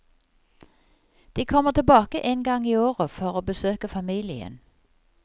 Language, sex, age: Norwegian, female, 55